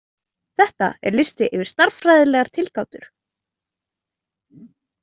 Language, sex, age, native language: Icelandic, female, 20-29, Icelandic